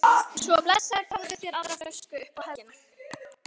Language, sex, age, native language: Icelandic, female, 13, Icelandic